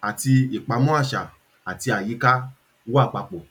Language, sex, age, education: Yoruba, male, 30-45, tertiary